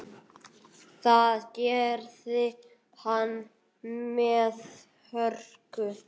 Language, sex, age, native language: Icelandic, male, 9, Icelandic